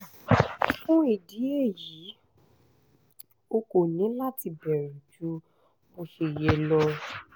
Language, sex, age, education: Yoruba, female, 30-45, tertiary